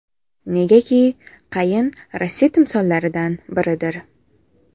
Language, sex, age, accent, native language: Uzbek, female, 18-24, Samarqand, Uzbek